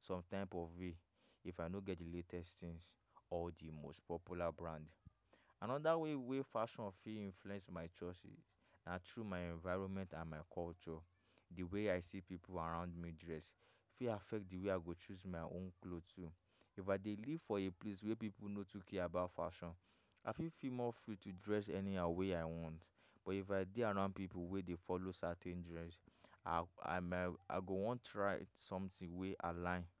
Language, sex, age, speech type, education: Nigerian Pidgin, male, 15-29, spontaneous, tertiary